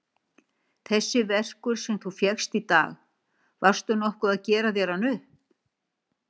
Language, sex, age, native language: Icelandic, female, 60-69, Icelandic